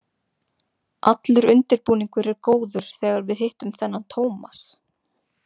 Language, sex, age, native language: Icelandic, female, 20-29, Icelandic